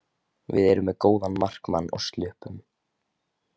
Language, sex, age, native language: Icelandic, male, 18-19, Icelandic